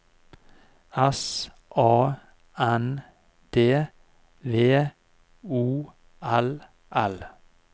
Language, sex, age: Norwegian, male, 49